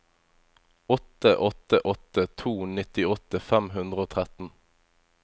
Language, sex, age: Norwegian, male, 25